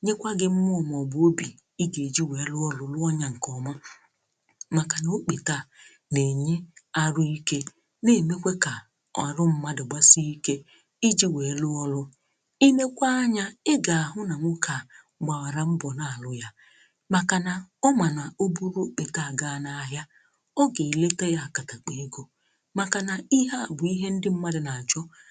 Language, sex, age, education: Igbo, female, 15-29, tertiary